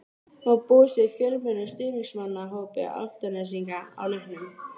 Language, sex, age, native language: Icelandic, female, 13, Icelandic